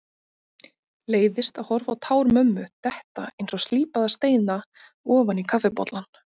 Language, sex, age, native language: Icelandic, female, 30-39, Icelandic